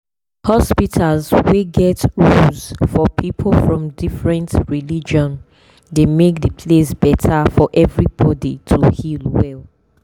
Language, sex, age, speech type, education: Nigerian Pidgin, female, 15-29, spontaneous, tertiary